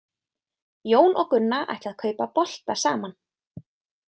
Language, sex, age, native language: Icelandic, female, 20-29, Icelandic